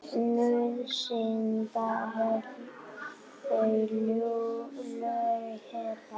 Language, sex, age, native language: Icelandic, female, 8, Icelandic